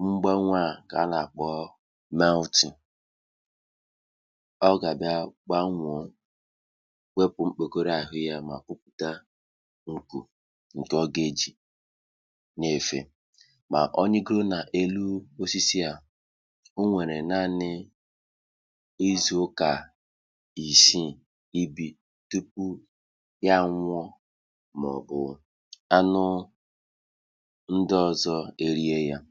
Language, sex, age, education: Igbo, male, 30-45, tertiary